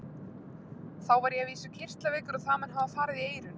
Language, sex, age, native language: Icelandic, female, 20-29, Icelandic